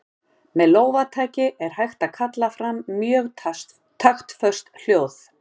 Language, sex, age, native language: Icelandic, female, 50-59, Icelandic